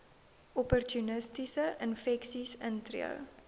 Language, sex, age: Afrikaans, female, 19